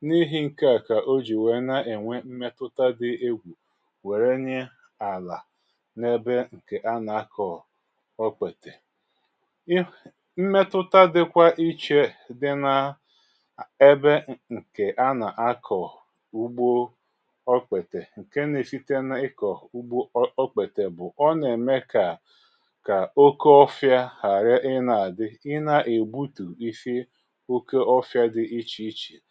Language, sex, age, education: Igbo, male, 30-45, tertiary